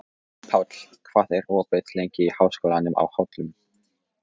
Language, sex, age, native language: Icelandic, male, 14, Polish